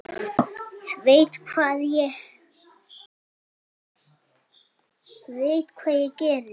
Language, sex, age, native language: Icelandic, male, 6, Icelandic